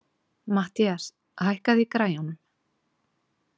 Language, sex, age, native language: Icelandic, female, 40-49, Icelandic